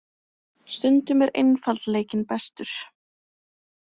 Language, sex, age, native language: Icelandic, female, 20-29, Icelandic